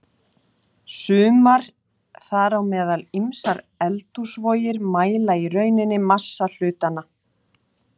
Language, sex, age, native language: Icelandic, female, 40-49, Icelandic